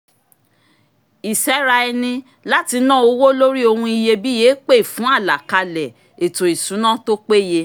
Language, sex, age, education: Yoruba, female, 46-60, tertiary